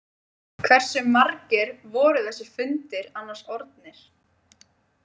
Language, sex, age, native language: Icelandic, female, 20-29, Icelandic